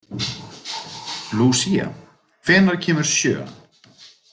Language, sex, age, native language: Icelandic, male, 30-39, Icelandic